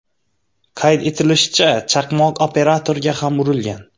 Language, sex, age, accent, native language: Uzbek, male, 25-34, Xorazm, Uzbek